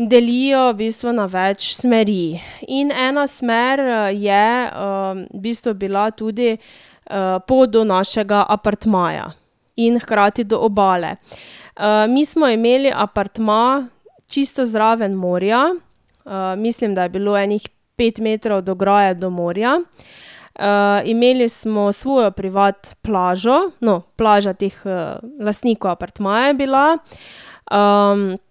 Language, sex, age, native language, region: Slovenian, female, 18-29, Slovenian, Drava region